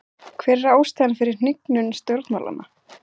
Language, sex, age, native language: Icelandic, female, 20-29, Icelandic